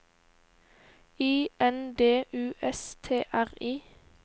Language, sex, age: Norwegian, female, 18